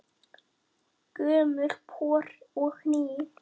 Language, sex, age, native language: Icelandic, female, 9, Icelandic